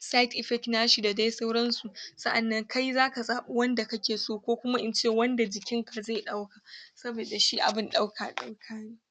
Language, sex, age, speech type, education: Hausa, female, 15-29, spontaneous, tertiary